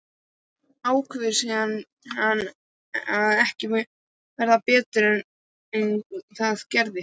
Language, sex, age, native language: Icelandic, male, 12, Icelandic